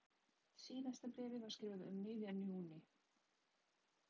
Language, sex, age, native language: Icelandic, female, 30-39, Polish